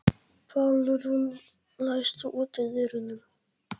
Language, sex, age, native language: Icelandic, male, 11, Polish